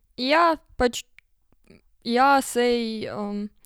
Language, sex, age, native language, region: Slovenian, female, 12-17, Slovenian, Savinja region